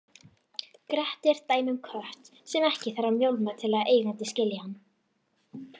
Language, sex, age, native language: Icelandic, female, 40-49, Icelandic